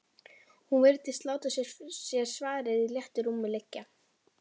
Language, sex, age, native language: Icelandic, female, 12, Icelandic